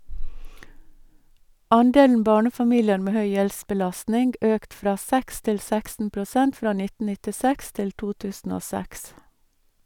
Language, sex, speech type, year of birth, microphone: Norwegian, female, read, 1962, Sennheiser